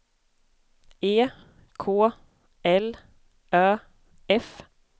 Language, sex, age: Swedish, female, 25